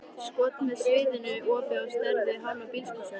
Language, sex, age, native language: Icelandic, female, 13, Icelandic